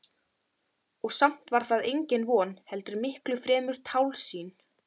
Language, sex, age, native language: Icelandic, female, 13, Icelandic